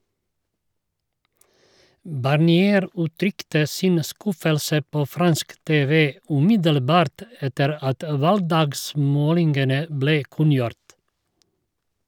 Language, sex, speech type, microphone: Norwegian, male, read, Shure